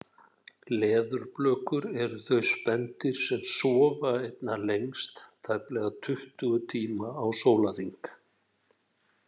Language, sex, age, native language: Icelandic, male, 60-69, Icelandic